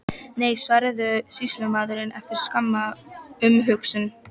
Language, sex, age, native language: Icelandic, female, 12, Icelandic